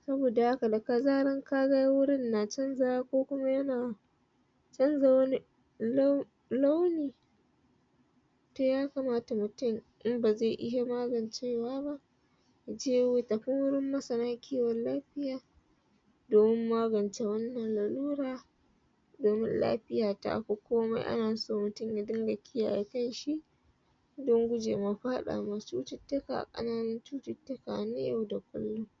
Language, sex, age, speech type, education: Hausa, female, 30-45, spontaneous, tertiary